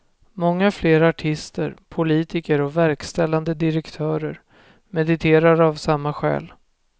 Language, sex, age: Swedish, male, 24